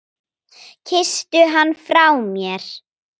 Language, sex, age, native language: Icelandic, female, 9, Icelandic